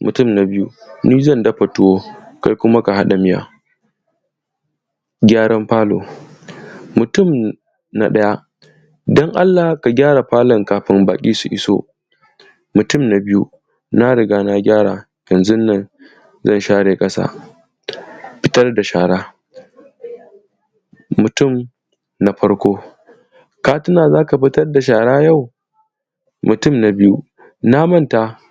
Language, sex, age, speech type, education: Hausa, male, 15-29, spontaneous, tertiary